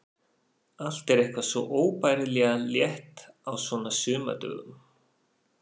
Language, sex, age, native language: Icelandic, male, 40-49, Faroese